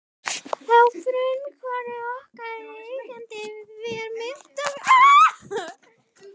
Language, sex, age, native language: Icelandic, male, 12, Icelandic